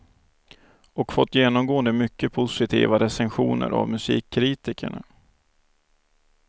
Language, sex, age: Swedish, male, 28